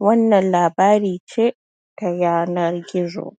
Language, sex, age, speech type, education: Hausa, female, 30-45, spontaneous, tertiary